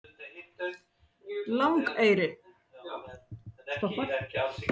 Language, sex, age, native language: Icelandic, female, 40-49, Icelandic